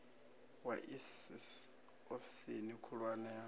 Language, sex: Venda, male